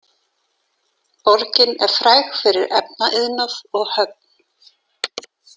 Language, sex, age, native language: Icelandic, female, 40-49, Icelandic